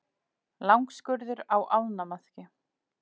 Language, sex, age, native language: Icelandic, female, 40-49, Icelandic